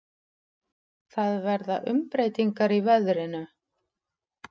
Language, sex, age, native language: Icelandic, female, 40-49, Icelandic